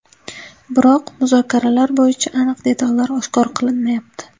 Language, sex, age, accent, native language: Uzbek, female, 18-24, Sirdaryo, Uzbek